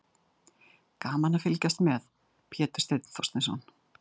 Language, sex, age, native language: Icelandic, female, 60-69, Icelandic